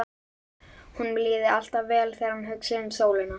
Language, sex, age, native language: Icelandic, male, 11, Icelandic